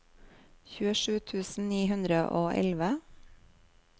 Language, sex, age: Norwegian, female, 39